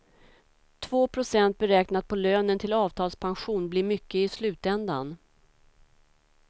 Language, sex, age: Swedish, female, 46